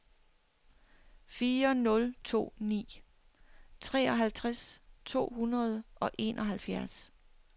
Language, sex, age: Danish, female, 60